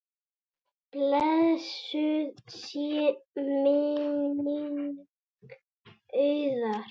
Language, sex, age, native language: Icelandic, male, 8, Icelandic